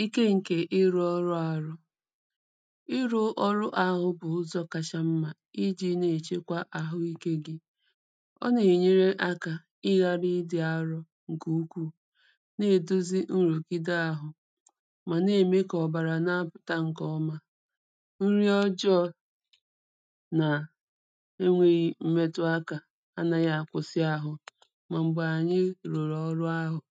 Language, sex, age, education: Igbo, female, 30-45, primary